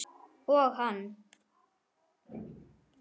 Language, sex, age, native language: Icelandic, female, 8, German